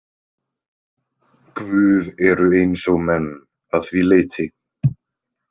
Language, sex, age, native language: Icelandic, male, 20-29, Icelandic